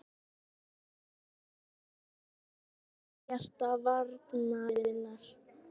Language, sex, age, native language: Icelandic, female, 18-19, Icelandic